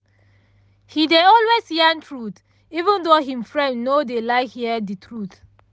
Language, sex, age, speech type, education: Nigerian Pidgin, female, 30-45, spontaneous, tertiary